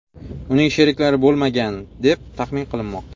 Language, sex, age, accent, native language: Uzbek, male, 25-34, Xorazm, Uzbek